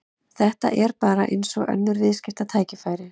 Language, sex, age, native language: Icelandic, female, 30-39, Icelandic